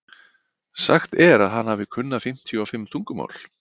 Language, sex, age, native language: Icelandic, male, 50-59, Icelandic